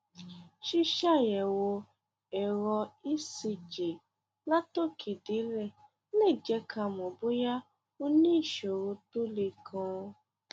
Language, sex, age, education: Yoruba, female, 15-29, tertiary